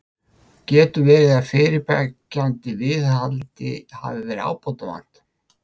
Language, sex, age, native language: Icelandic, male, 50-59, Icelandic